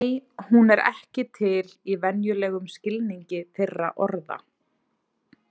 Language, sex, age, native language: Icelandic, female, 30-39, Icelandic